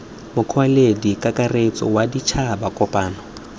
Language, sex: Tswana, male